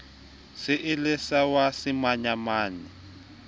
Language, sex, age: Southern Sotho, male, 20